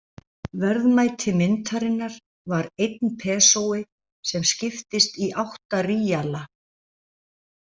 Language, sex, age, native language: Icelandic, female, 60-69, Icelandic